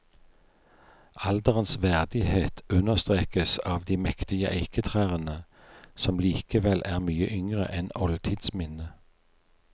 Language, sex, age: Norwegian, male, 43